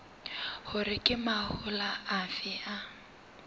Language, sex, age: Southern Sotho, female, 19